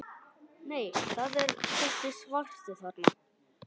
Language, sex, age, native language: Icelandic, male, 11, Icelandic